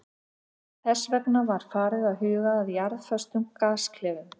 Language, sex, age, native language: Icelandic, female, 50-59, Icelandic